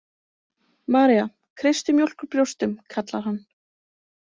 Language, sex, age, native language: Icelandic, female, 20-29, Icelandic